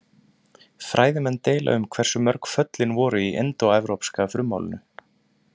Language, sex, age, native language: Icelandic, male, 20-29, Icelandic